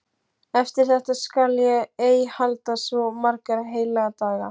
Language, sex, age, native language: Icelandic, male, 12, Icelandic